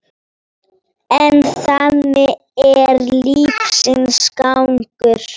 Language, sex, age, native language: Icelandic, female, 9, Polish